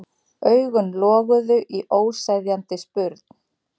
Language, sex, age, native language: Icelandic, female, 30-39, Icelandic